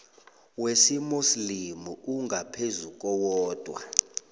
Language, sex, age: South Ndebele, male, 22